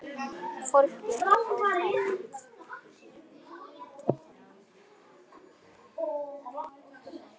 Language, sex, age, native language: Icelandic, female, 8, Icelandic